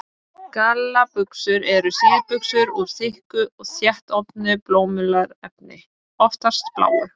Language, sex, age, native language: Icelandic, female, 20-29, Icelandic